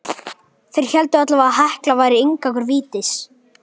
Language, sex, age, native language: Icelandic, male, 11, Icelandic